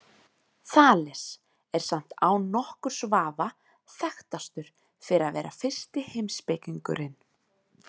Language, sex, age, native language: Icelandic, female, 20-29, Icelandic